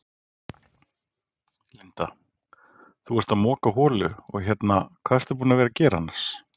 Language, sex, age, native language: Icelandic, male, 40-49, Icelandic